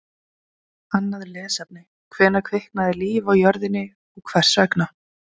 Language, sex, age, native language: Icelandic, female, 20-29, Icelandic